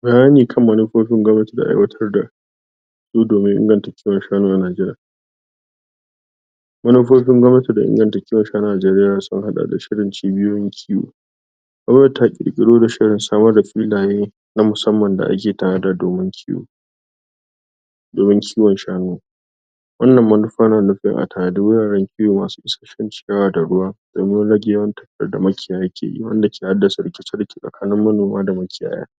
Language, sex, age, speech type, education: Hausa, female, 15-29, spontaneous, tertiary